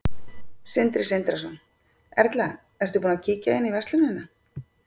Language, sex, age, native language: Icelandic, female, 50-59, Icelandic